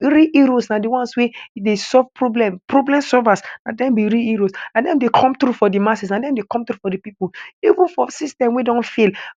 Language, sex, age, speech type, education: Nigerian Pidgin, male, 15-29, spontaneous, tertiary